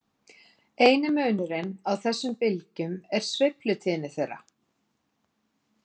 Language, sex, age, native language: Icelandic, female, 50-59, Icelandic